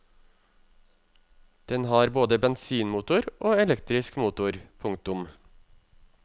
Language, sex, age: Norwegian, male, 35